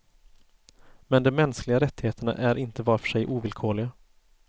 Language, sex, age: Swedish, male, 30